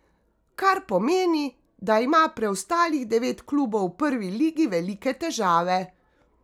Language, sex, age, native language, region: Slovenian, female, 50-59, Slovenian, Carinthia region